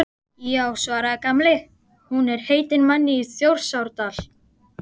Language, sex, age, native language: Icelandic, male, 12, Icelandic